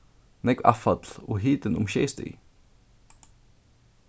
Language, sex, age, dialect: Faroese, male, 15-35, Suðurstreymoy